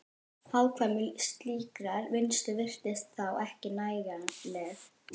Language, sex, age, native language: Icelandic, female, 12, Icelandic